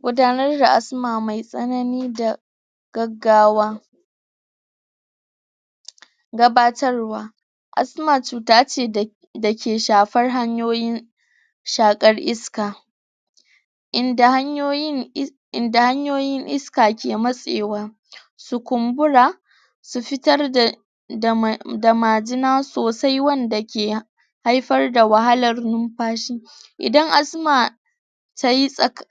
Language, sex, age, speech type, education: Hausa, female, 30-45, spontaneous, tertiary